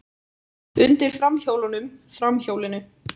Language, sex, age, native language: Icelandic, female, 18-19, Icelandic